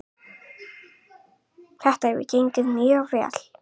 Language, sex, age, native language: Icelandic, female, 8, Icelandic